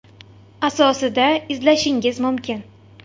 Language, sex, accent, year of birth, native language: Uzbek, female, Toshkent shahri, 1999, Uzbek